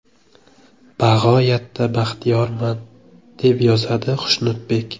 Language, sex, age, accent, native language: Uzbek, male, 25-34, Jizzax, Uzbek